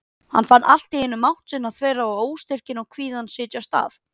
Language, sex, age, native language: Icelandic, female, 30-39, Icelandic